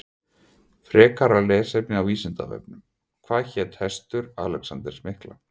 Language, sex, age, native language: Icelandic, male, 50-59, Icelandic